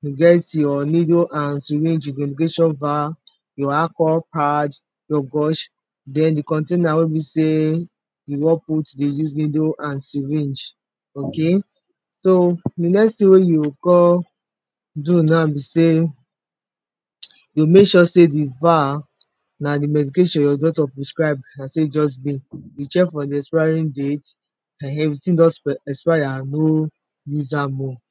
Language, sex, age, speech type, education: Nigerian Pidgin, female, 30-45, spontaneous, tertiary